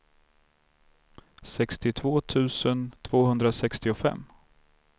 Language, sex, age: Swedish, male, 32